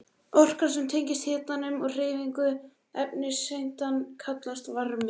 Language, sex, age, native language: Icelandic, male, 18-19, Icelandic